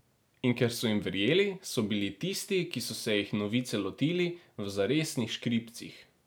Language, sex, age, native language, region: Slovenian, male, 18-29, Slovenian, Drava region